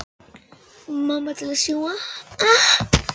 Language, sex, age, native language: Icelandic, male, 18-19, Icelandic